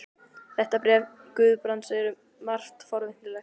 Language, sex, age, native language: Icelandic, male, 12, Icelandic